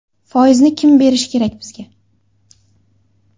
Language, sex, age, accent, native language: Uzbek, female, under 19, Andijon, Uzbek